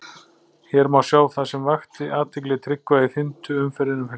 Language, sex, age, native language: Icelandic, male, 40-49, Icelandic